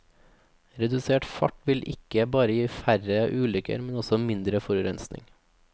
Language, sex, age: Norwegian, male, 24